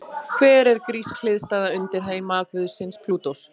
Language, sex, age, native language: Icelandic, female, 40-49, Icelandic